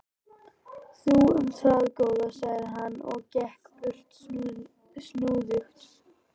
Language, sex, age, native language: Icelandic, male, 11, Icelandic